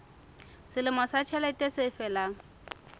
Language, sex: Southern Sotho, female